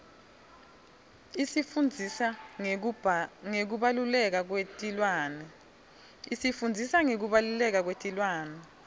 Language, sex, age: Swati, female, 26